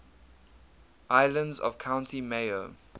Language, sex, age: English, male, 22